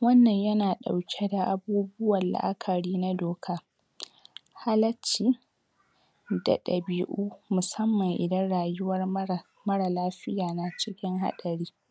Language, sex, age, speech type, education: Hausa, female, 46-60, spontaneous, secondary